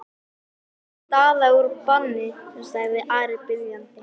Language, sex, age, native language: Icelandic, male, 11, Icelandic